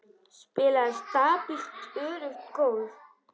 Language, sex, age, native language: Icelandic, female, 10, Icelandic